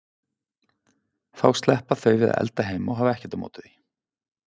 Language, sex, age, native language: Icelandic, male, 50-59, Icelandic